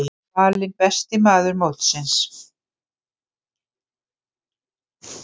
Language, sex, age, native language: Icelandic, female, 50-59, Icelandic